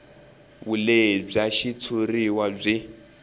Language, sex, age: Tsonga, male, 18